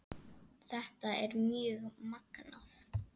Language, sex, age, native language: Icelandic, female, 8, Icelandic